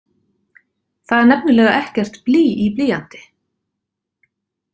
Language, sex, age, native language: Icelandic, female, 40-49, Icelandic